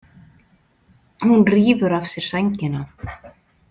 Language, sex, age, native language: Icelandic, female, 40-49, Icelandic